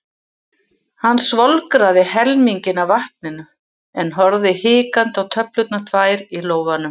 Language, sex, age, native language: Icelandic, female, 60-69, Icelandic